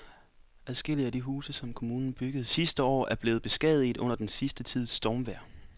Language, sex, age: Danish, male, 24